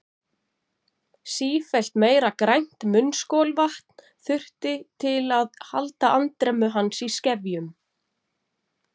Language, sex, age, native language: Icelandic, female, 40-49, Icelandic